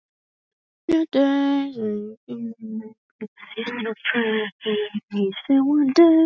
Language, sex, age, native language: Icelandic, male, 11, Icelandic